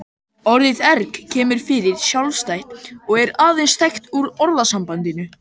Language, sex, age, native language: Icelandic, male, 18-19, Icelandic